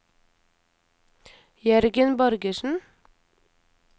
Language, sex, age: Norwegian, female, 23